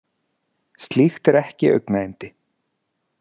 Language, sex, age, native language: Icelandic, male, 40-49, Icelandic